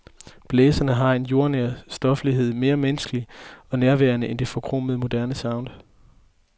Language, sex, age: Danish, male, 20